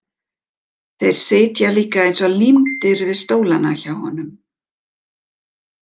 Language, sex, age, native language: Icelandic, female, 50-59, German